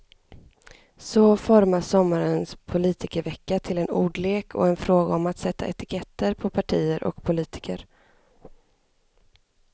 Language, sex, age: Swedish, female, 25